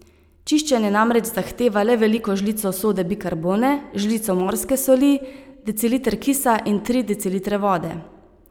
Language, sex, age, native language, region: Slovenian, female, 30-49, Slovenian, Savinja region